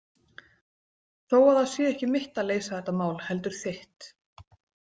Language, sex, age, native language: Icelandic, female, 40-49, Icelandic